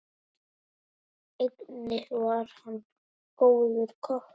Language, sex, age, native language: Icelandic, male, 9, Icelandic